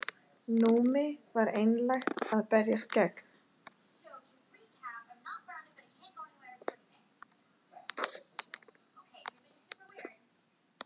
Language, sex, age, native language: Icelandic, female, 30-39, Icelandic